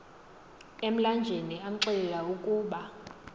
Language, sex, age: Xhosa, female, 20